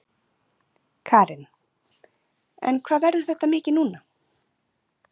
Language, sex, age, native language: Icelandic, female, 40-49, Icelandic